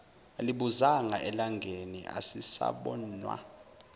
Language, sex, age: Zulu, male, 19